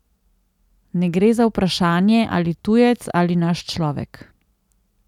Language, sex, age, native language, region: Slovenian, female, 30-49, Slovenian, Central Slovenia